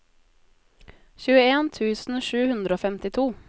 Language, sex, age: Norwegian, female, 20